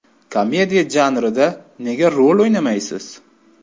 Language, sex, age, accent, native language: Uzbek, male, 25-34, Toshkent viloyati, Uzbek